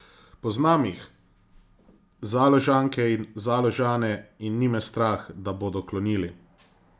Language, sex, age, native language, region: Slovenian, male, 30-49, Slovenian, Zasavska region